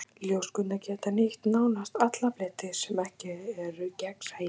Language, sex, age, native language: Icelandic, female, 18-19, Icelandic